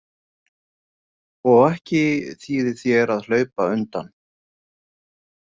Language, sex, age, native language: Icelandic, male, 50-59, Icelandic